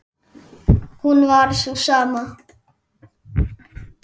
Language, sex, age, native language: Icelandic, female, 10, Icelandic